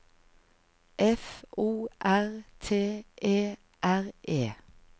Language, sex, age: Norwegian, female, 45